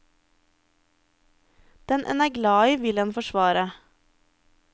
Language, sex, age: Norwegian, female, 23